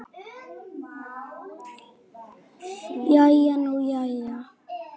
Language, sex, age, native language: Icelandic, female, 9, Icelandic